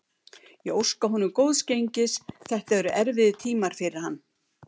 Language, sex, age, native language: Icelandic, female, 70-79, Icelandic